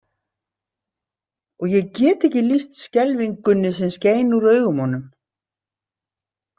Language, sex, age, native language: Icelandic, female, 60-69, Icelandic